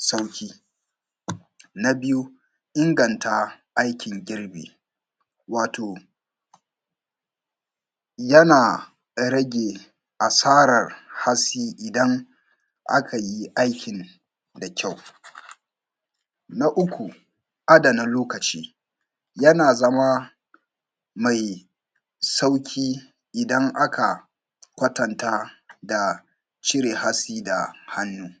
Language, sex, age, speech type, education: Hausa, male, 15-29, spontaneous, tertiary